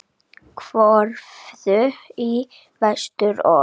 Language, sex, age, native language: Icelandic, female, 8, Icelandic